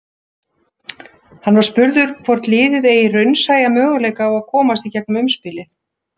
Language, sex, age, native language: Icelandic, female, 60-69, Icelandic